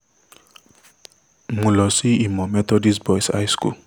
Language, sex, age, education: Yoruba, male, 15-29, tertiary